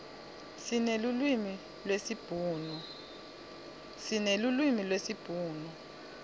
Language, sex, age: Swati, female, 26